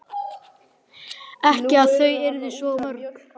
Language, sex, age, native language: Icelandic, male, 11, Icelandic